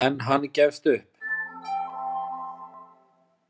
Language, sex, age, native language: Icelandic, male, 30-39, Icelandic